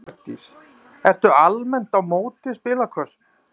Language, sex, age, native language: Icelandic, male, 30-39, Icelandic